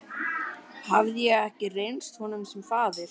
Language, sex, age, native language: Icelandic, female, 12, Icelandic